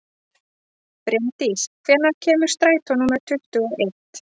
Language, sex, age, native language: Icelandic, female, 30-39, Icelandic